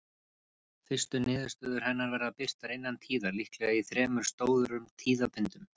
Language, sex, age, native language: Icelandic, male, 30-39, Icelandic